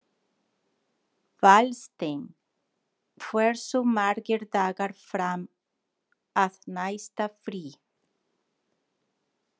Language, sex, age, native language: Icelandic, female, 40-49, Spanish